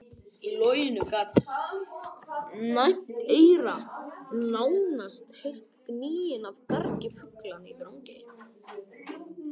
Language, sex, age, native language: Icelandic, other, 18-19, Icelandic